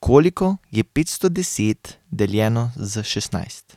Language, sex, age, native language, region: Slovenian, male, 18-29, Slovenian, Carinthia region